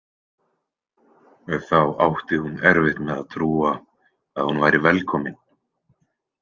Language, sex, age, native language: Icelandic, male, 20-29, Icelandic